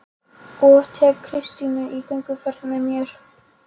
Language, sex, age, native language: Icelandic, female, 13, Polish